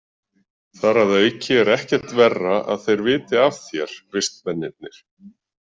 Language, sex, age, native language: Icelandic, male, 40-49, Icelandic